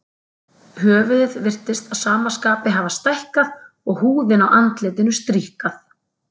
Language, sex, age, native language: Icelandic, female, 30-39, Icelandic